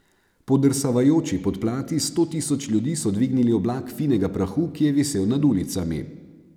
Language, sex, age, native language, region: Slovenian, male, 30-49, Slovenian, Savinja region